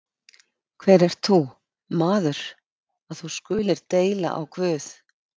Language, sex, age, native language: Icelandic, female, 50-59, Icelandic